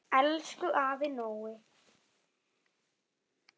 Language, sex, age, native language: Icelandic, female, 7, Icelandic